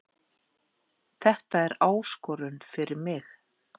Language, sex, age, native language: Icelandic, female, 50-59, Icelandic